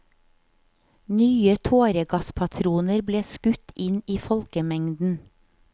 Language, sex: Norwegian, female